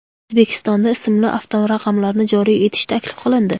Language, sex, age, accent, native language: Uzbek, female, 19-29, Samarqand, Uzbek